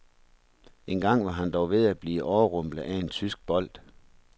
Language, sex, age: Danish, male, 43